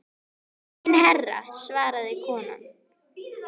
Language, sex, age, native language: Icelandic, male, 10, Icelandic